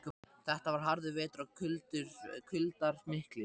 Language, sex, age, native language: Icelandic, male, 14, Icelandic